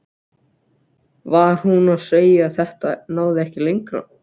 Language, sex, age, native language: Icelandic, other, 12, Icelandic